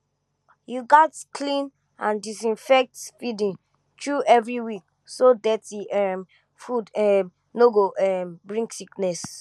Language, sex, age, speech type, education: Nigerian Pidgin, female, 15-29, spontaneous, tertiary